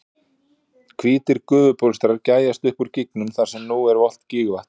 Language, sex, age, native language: Icelandic, male, 40-49, Icelandic